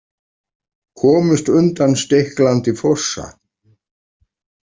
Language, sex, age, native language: Icelandic, male, 40-49, Icelandic